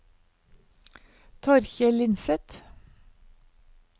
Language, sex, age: Norwegian, female, 59